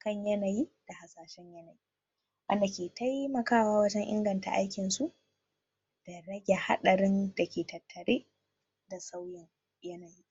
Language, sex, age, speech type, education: Hausa, female, 46-60, spontaneous, tertiary